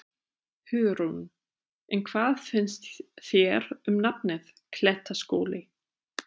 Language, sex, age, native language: Icelandic, female, 30-39, German